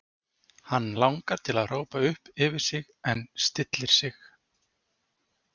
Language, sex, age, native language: Icelandic, male, 40-49, Icelandic